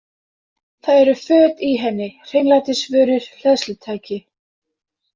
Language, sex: Icelandic, female